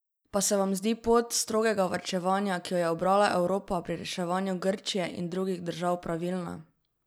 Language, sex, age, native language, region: Slovenian, female, 12-17, Slovenian, Drava region